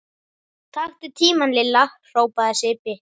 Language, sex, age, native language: Icelandic, male, 10, Icelandic